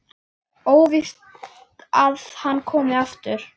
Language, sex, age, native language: Icelandic, female, 10, Icelandic